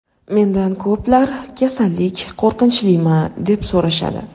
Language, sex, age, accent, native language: Uzbek, female, 18-24, Toshkent shahri, Uzbek